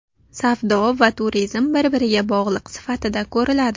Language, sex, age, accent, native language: Uzbek, female, 19-29, Navoiy, Uzbek